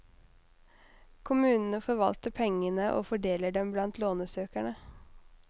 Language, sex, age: Norwegian, female, 21